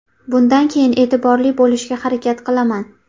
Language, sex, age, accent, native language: Uzbek, female, 18-24, Qashqadaryo, Uzbek